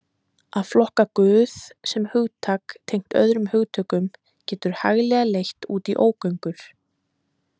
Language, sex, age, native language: Icelandic, female, 20-29, Icelandic